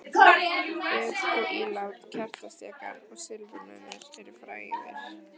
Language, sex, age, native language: Icelandic, female, 14, Icelandic